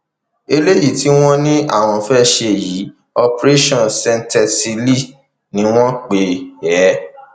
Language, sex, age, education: Yoruba, male, 15-29, tertiary